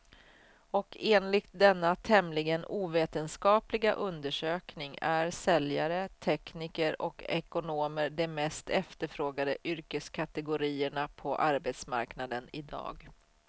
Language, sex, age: Swedish, female, 44